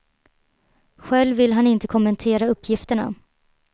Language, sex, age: Swedish, female, 23